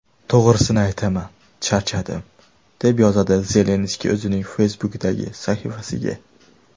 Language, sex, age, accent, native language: Uzbek, male, 19-29, Andijon, Uzbek